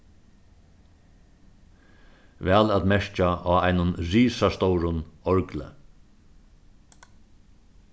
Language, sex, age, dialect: Faroese, male, 36-60, Suðurstreymoy